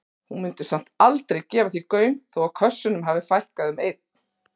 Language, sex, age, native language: Icelandic, female, 40-49, Icelandic